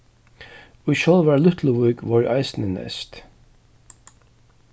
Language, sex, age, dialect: Faroese, male, 36-60, Suðurstreymoy